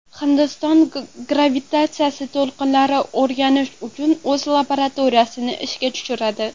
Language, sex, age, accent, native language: Uzbek, female, 12-17, Toshkent shahri, Uzbek